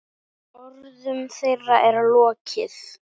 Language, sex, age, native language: Icelandic, female, 9, Icelandic